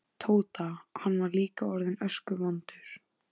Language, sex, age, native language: Icelandic, female, 14, Icelandic